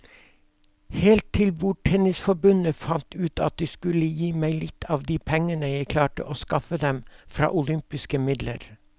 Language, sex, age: Norwegian, male, 52